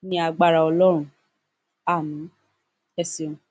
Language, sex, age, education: Yoruba, female, 15-29, tertiary